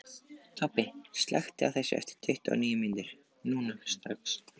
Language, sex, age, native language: Icelandic, other, 14, Icelandic